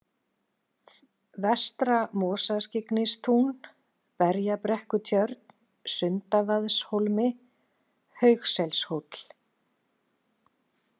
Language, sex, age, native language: Icelandic, female, 40-49, Icelandic